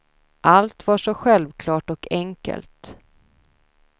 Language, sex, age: Swedish, female, 32